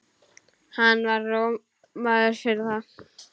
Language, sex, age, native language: Icelandic, female, 10, Icelandic